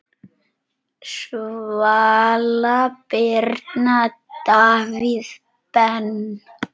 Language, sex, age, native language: Icelandic, male, 9, Icelandic